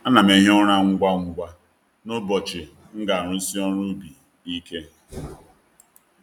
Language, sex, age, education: Igbo, male, 30-45, tertiary